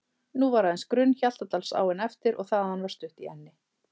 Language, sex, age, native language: Icelandic, male, 30-39, Icelandic